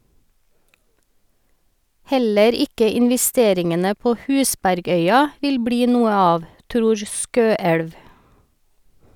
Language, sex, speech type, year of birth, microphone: Norwegian, female, read, 1971, Sennheiser